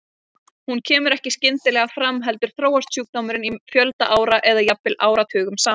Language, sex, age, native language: Icelandic, female, 20-29, Icelandic